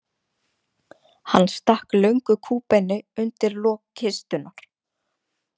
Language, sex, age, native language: Icelandic, female, 20-29, Icelandic